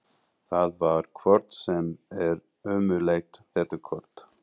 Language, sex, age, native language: Icelandic, female, 40-49, English